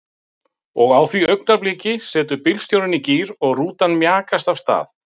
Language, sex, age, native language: Icelandic, male, 50-59, Icelandic